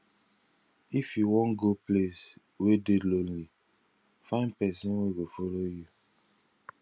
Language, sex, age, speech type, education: Nigerian Pidgin, male, 15-29, spontaneous, tertiary